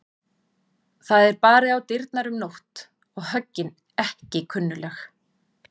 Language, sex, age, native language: Icelandic, female, 40-49, Icelandic